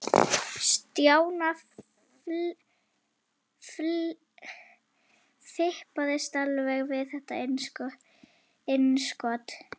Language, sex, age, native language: Icelandic, female, 11, Icelandic